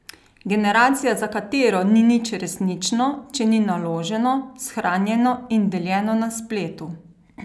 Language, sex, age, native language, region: Slovenian, female, 30-49, Slovenian, Carinthia region